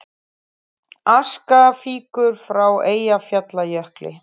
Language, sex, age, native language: Icelandic, female, 30-39, Icelandic